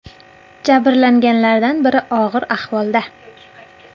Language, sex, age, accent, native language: Uzbek, female, 19-29, Qashqadaryo, Uzbek